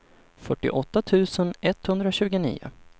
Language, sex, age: Swedish, male, 25